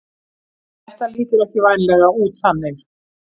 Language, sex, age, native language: Icelandic, female, 60-69, Icelandic